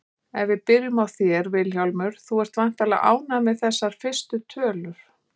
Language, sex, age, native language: Icelandic, female, 50-59, Icelandic